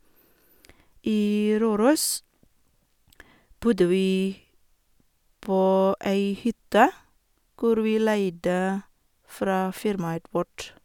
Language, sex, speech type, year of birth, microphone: Norwegian, female, spontaneous, 1979, Sennheiser